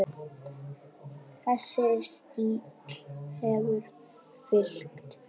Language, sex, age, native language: Icelandic, female, 9, Icelandic